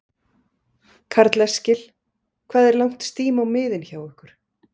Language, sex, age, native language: Icelandic, female, 40-49, Icelandic